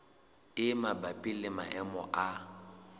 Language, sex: Southern Sotho, male